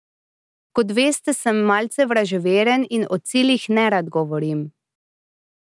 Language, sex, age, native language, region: Slovenian, female, 30-49, Slovenian, Drava region